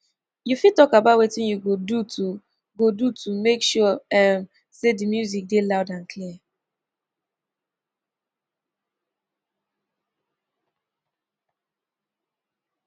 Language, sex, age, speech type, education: Nigerian Pidgin, female, 15-29, spontaneous, tertiary